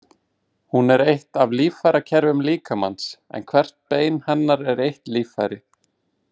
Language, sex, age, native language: Icelandic, male, 20-29, Icelandic